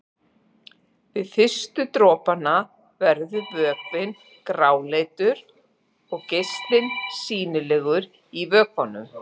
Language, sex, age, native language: Icelandic, female, 40-49, Icelandic